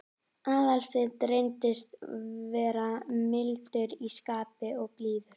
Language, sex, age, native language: Icelandic, female, 11, Icelandic